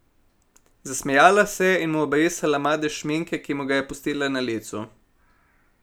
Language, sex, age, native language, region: Slovenian, male, 18-29, Slovenian, Primorsko-notranjska region